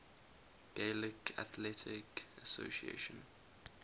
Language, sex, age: English, male, 20